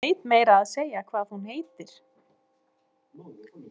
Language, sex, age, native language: Icelandic, female, 20-29, Icelandic